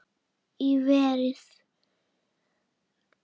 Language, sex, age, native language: Icelandic, female, 8, Icelandic